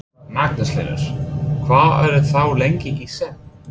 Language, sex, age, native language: Icelandic, male, 30-39, English